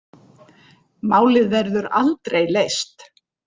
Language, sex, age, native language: Icelandic, female, 60-69, Icelandic